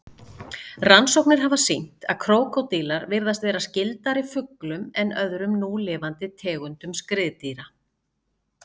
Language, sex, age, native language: Icelandic, female, 50-59, Icelandic